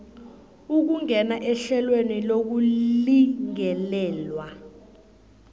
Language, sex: South Ndebele, female